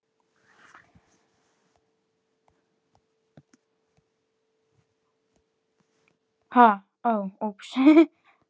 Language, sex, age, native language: Icelandic, female, 12, Icelandic